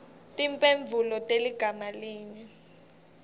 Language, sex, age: Swati, female, 18